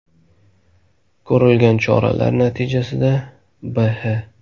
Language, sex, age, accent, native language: Uzbek, male, 18-24, Namangan, Uzbek